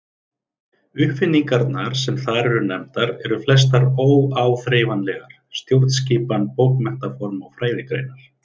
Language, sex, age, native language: Icelandic, male, 30-39, Icelandic